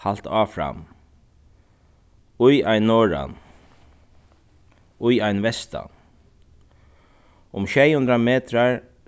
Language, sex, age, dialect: Faroese, male, 36-60, Suðuroy